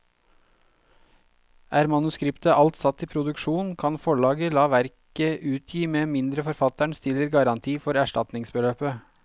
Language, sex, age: Norwegian, male, 32